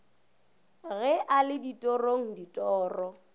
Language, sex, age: Northern Sotho, female, 24